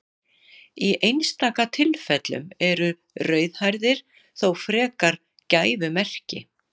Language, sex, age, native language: Icelandic, female, 60-69, Icelandic